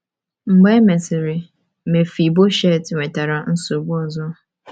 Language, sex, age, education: Igbo, female, 15-29, tertiary